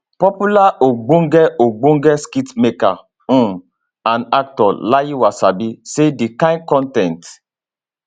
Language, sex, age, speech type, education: Nigerian Pidgin, male, 30-45, spontaneous, tertiary